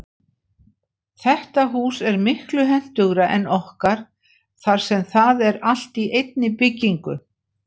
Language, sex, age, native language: Icelandic, female, 60-69, Icelandic